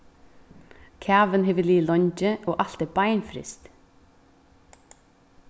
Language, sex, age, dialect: Faroese, female, 15-35, Vágar